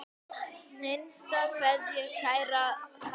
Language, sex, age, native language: Icelandic, male, 10, Icelandic